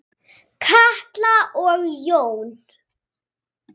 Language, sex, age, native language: Icelandic, female, 6, Icelandic